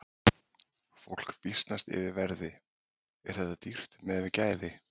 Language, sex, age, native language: Icelandic, male, 40-49, Icelandic